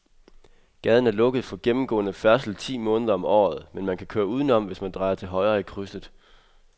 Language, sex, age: Danish, male, 23